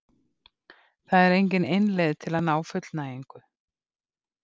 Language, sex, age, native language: Icelandic, female, 50-59, Icelandic